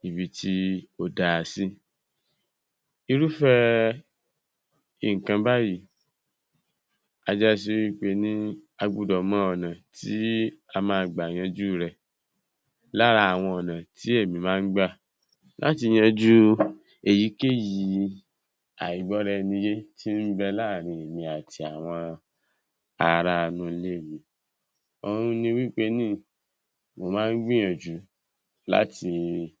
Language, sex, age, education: Yoruba, male, 15-29, secondary